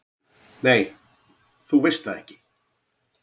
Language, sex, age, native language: Icelandic, male, 40-49, Icelandic